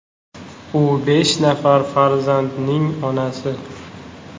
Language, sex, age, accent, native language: Uzbek, male, 18-24, Qashqadaryo, Uzbek